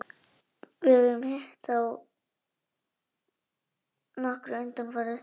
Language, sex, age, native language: Icelandic, male, 18-19, Icelandic